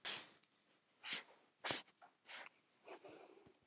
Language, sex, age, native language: Icelandic, female, 18-19, Icelandic